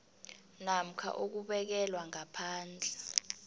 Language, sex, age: South Ndebele, female, 26